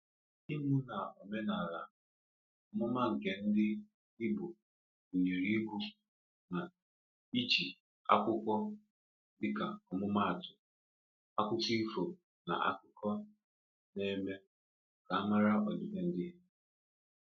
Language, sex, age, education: Igbo, male, 15-29, tertiary